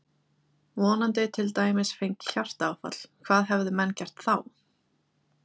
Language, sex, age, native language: Icelandic, female, 20-29, Icelandic